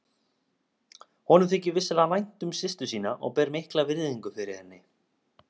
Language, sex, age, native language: Icelandic, male, 30-39, Icelandic